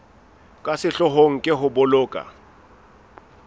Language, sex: Southern Sotho, male